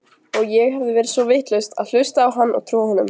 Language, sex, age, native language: Icelandic, other, 20-29, Icelandic